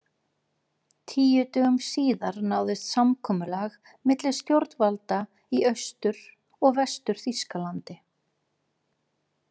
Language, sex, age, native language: Icelandic, female, 40-49, Icelandic